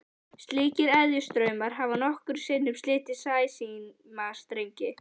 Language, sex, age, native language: Icelandic, female, 11, Icelandic